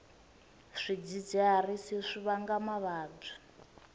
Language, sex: Tsonga, female